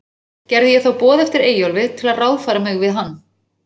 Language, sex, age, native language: Icelandic, female, 40-49, Icelandic